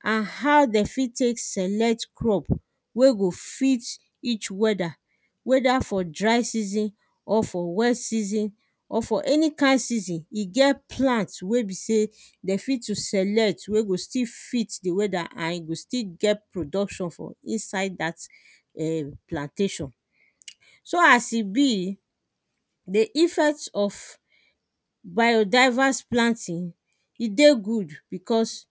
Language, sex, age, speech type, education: Nigerian Pidgin, female, 30-45, spontaneous, secondary